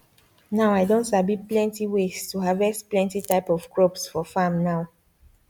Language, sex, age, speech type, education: Nigerian Pidgin, female, 15-29, spontaneous, tertiary